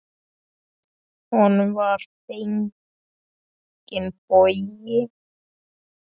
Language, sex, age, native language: Icelandic, male, 10, Icelandic